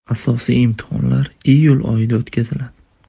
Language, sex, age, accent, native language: Uzbek, male, 18-24, Andijon, Uzbek